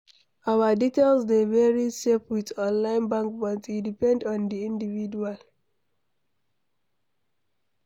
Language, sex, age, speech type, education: Nigerian Pidgin, female, 60+, read, secondary